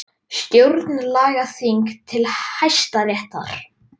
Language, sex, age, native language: Icelandic, female, 40-49, Icelandic